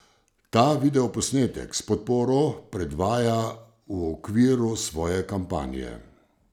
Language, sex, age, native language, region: Slovenian, male, 50-59, Slovenian, Savinja region